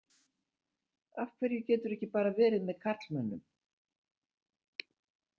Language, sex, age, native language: Icelandic, female, 70-79, Icelandic